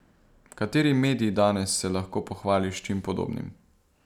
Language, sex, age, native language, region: Slovenian, male, 18-29, Slovenian, Savinja region